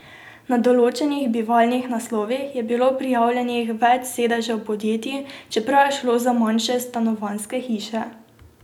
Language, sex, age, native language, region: Slovenian, female, 18-29, Slovenian, Drava region